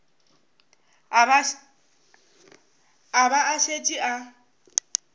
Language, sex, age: Northern Sotho, female, 18